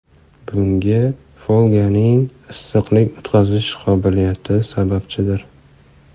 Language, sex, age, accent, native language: Uzbek, male, 25-34, Farg'ona, Uzbek